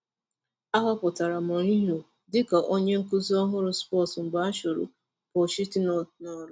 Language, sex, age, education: Igbo, female, 30-45, tertiary